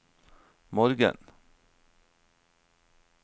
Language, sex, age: Norwegian, male, 47